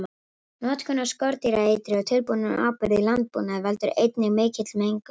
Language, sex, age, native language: Icelandic, female, 18-19, Icelandic